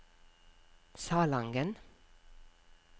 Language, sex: Norwegian, female